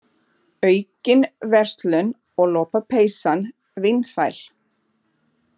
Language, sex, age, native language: Icelandic, female, 40-49, Portuguese